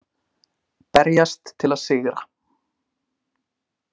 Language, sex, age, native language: Icelandic, male, 20-29, Icelandic